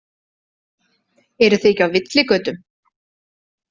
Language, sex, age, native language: Icelandic, female, 30-39, Icelandic